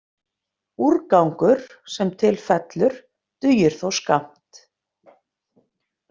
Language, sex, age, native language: Icelandic, female, 50-59, Icelandic